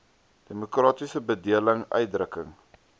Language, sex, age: Afrikaans, male, 22